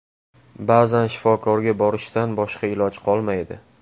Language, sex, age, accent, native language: Uzbek, male, 18-24, Toshkent shahri, Uzbek